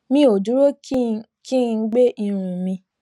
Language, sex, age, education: Yoruba, female, 15-29, tertiary